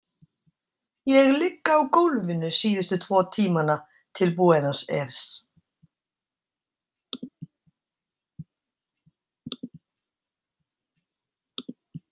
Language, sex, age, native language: Icelandic, female, 60-69, Icelandic